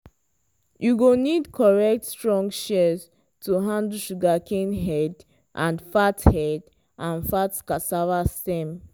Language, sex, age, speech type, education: Nigerian Pidgin, female, 15-29, spontaneous, tertiary